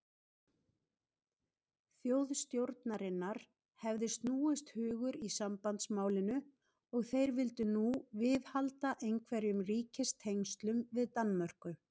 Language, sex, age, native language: Icelandic, female, 50-59, Icelandic